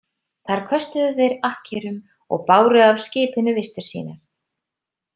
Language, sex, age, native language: Icelandic, female, 30-39, Icelandic